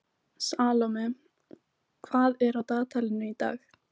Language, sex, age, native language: Icelandic, female, 18-19, Icelandic